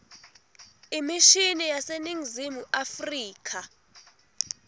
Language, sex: Swati, female